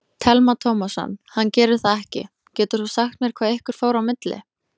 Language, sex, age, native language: Icelandic, female, 20-29, Icelandic